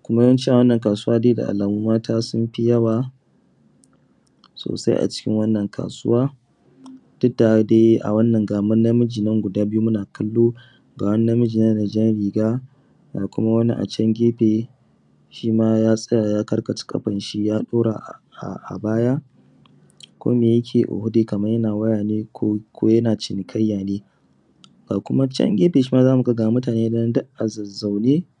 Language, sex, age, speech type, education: Hausa, male, 30-45, spontaneous, secondary